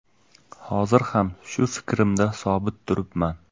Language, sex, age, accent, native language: Uzbek, male, 18-24, Namangan, Uzbek